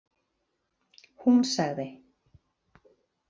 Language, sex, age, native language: Icelandic, female, 40-49, Icelandic